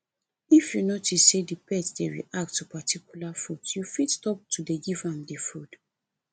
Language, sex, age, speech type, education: Nigerian Pidgin, female, 30-45, spontaneous, tertiary